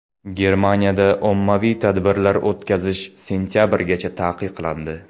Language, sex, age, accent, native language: Uzbek, male, 18-24, Samarqand, Uzbek